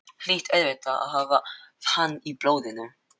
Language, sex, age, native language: Icelandic, male, 12, Filipino